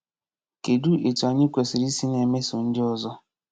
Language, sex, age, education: Igbo, male, 15-29, tertiary